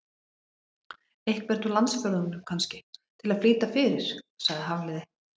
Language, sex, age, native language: Icelandic, female, 40-49, Icelandic